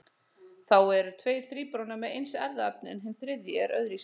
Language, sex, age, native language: Icelandic, male, 30-39, Icelandic